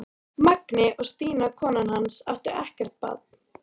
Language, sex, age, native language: Icelandic, female, 13, Icelandic